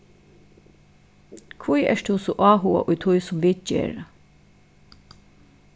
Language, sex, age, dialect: Faroese, female, 36-60, Suðuroy